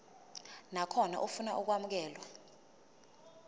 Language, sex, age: Zulu, female, 20